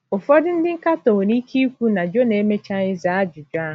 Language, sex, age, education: Igbo, female, 30-45, tertiary